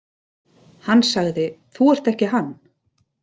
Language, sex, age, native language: Icelandic, female, 30-39, Icelandic